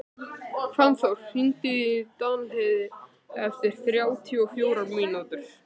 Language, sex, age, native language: Icelandic, male, 13, Icelandic